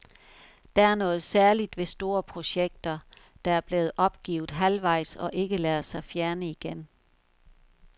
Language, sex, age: Danish, female, 51